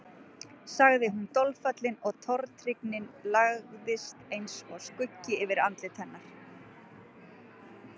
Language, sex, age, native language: Icelandic, female, 40-49, Icelandic